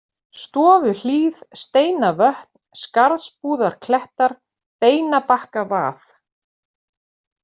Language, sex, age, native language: Icelandic, female, 40-49, Icelandic